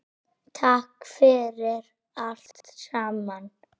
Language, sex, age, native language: Icelandic, female, 6, Icelandic